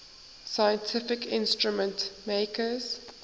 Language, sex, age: English, female, 19